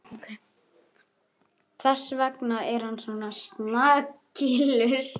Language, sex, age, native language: Icelandic, male, 11, Icelandic